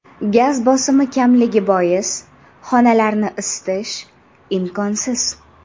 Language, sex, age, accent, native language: Uzbek, female, under 19, Andijon, Uzbek